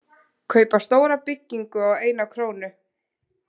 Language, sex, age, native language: Icelandic, female, 20-29, Icelandic